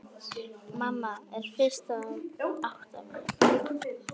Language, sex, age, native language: Icelandic, female, 11, Icelandic